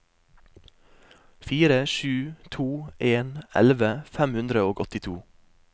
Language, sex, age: Norwegian, male, 23